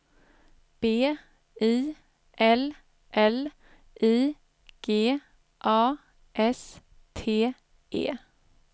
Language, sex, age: Swedish, female, 23